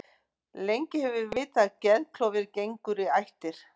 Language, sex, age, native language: Icelandic, female, 50-59, Icelandic